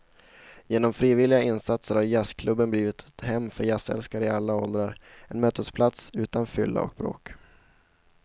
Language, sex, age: Swedish, male, 16